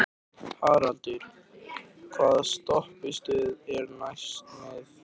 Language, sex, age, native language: Icelandic, male, 13, Icelandic